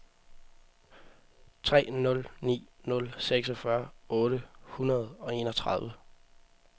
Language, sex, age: Danish, male, 18